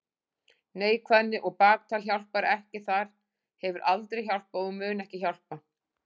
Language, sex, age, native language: Icelandic, female, 40-49, Icelandic